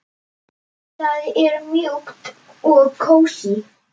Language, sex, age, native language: Icelandic, male, 10, Icelandic